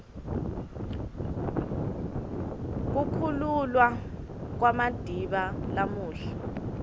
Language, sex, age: Swati, female, 23